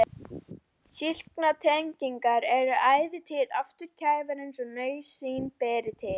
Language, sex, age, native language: Icelandic, female, 12, Icelandic